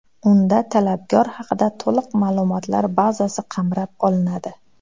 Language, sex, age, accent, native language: Uzbek, female, 30-39, Xorazm, Uzbek